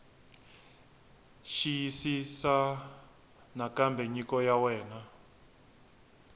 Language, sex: Tsonga, male